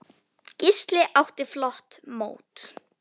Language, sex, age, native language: Icelandic, female, 9, Icelandic